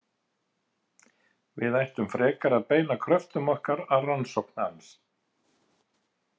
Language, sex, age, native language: Icelandic, male, 50-59, Icelandic